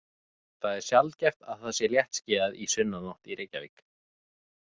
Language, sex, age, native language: Icelandic, male, 20-29, Icelandic